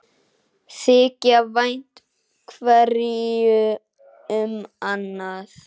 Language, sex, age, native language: Icelandic, male, 9, Icelandic